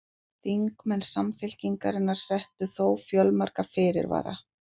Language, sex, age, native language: Icelandic, female, 40-49, Icelandic